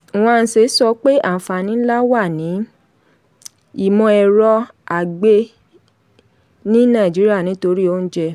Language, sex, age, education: Yoruba, female, 30-45, tertiary